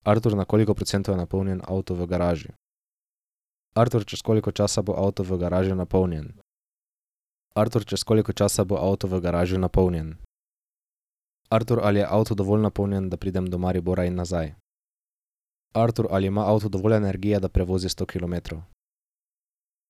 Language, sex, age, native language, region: Slovenian, male, 18-29, Slovenian, Drava region